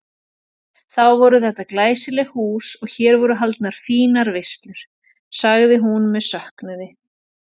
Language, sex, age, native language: Icelandic, female, 40-49, Icelandic